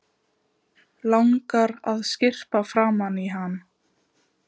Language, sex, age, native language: Icelandic, female, 15, Icelandic